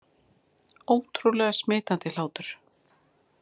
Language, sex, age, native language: Icelandic, female, 40-49, Icelandic